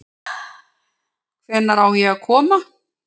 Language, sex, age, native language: Icelandic, male, 9, Icelandic